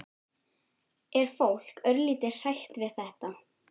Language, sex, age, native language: Icelandic, female, 12, Icelandic